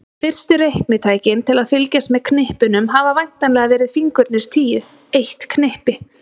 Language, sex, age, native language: Icelandic, female, 30-39, Icelandic